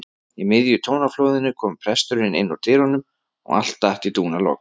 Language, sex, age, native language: Icelandic, male, 30-39, Icelandic